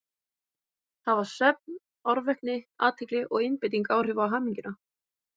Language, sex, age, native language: Icelandic, female, 20-29, Icelandic